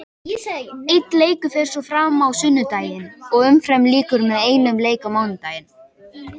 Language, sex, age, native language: Icelandic, male, 18-19, Icelandic